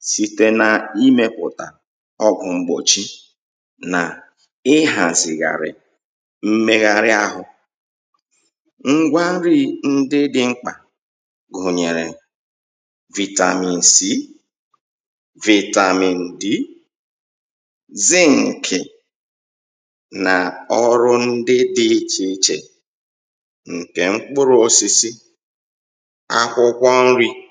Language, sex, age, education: Igbo, male, 46-60, tertiary